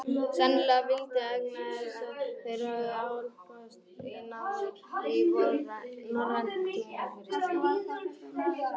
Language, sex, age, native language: Icelandic, other, 18-19, Icelandic